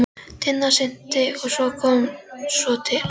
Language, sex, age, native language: Icelandic, female, 12, Icelandic